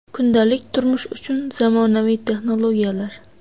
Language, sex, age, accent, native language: Uzbek, female, 18-24, Xorazm, Uzbek